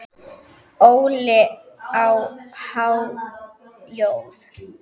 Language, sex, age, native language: Icelandic, female, 10, Icelandic